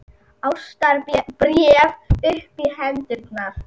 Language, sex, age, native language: Icelandic, female, 40-49, Icelandic